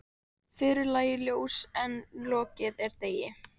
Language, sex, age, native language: Icelandic, female, 18-19, Icelandic